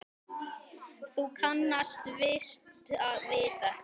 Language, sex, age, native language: Icelandic, male, 10, Icelandic